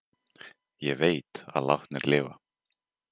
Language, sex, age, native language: Icelandic, male, 20-29, Icelandic